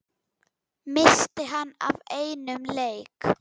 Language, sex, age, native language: Icelandic, female, 10, Icelandic